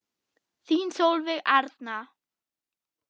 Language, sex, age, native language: Icelandic, female, 8, German